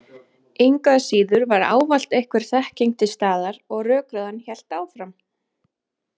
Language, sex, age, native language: Icelandic, female, 20-29, Icelandic